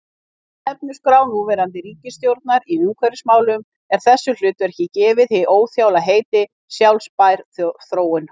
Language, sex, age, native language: Icelandic, female, 50-59, Icelandic